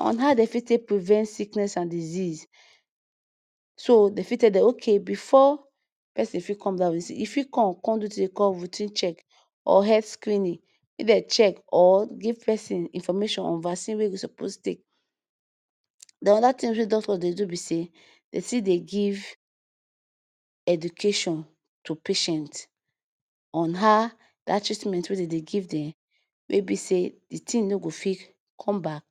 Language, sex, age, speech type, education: Nigerian Pidgin, female, 15-29, spontaneous, tertiary